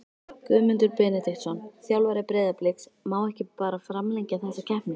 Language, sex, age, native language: Icelandic, female, 13, Icelandic